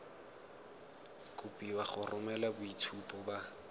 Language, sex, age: Tswana, male, 18